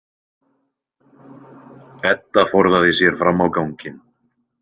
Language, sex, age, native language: Icelandic, male, 20-29, Icelandic